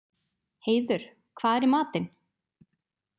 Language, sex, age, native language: Icelandic, female, 20-29, Icelandic